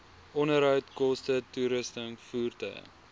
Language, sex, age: Afrikaans, male, 19